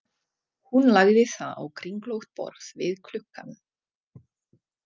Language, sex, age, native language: Icelandic, female, 40-49, Czech